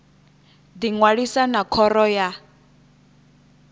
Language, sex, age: Venda, female, 21